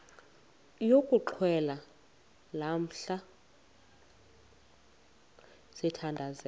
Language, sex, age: Xhosa, female, 20